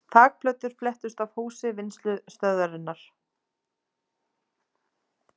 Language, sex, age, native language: Icelandic, female, 30-39, Icelandic